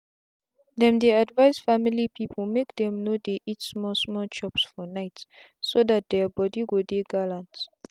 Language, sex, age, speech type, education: Nigerian Pidgin, female, 15-29, spontaneous, tertiary